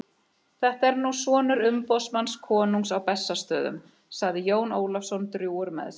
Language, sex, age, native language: Icelandic, female, 30-39, Icelandic